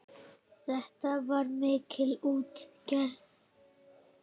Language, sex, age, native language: Icelandic, female, 8, Icelandic